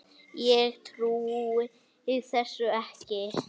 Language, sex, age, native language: Icelandic, male, 8, Icelandic